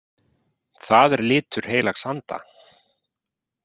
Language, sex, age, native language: Icelandic, male, 40-49, Icelandic